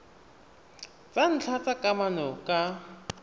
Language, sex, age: Tswana, male, 23